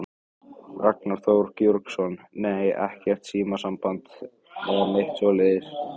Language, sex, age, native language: Icelandic, male, 15, Icelandic